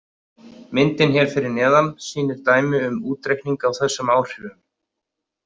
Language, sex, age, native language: Icelandic, male, 30-39, Icelandic